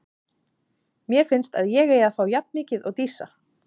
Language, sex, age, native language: Icelandic, female, 30-39, Icelandic